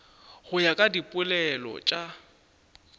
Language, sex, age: Northern Sotho, male, 24